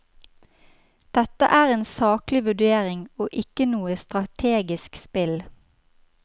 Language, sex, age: Norwegian, female, 29